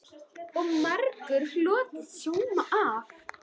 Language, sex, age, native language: Icelandic, female, 10, Icelandic